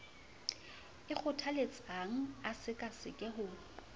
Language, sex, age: Southern Sotho, female, 35